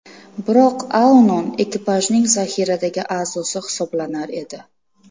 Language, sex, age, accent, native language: Uzbek, female, 25-34, Namangan, Uzbek